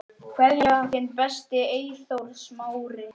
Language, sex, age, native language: Icelandic, male, 9, Icelandic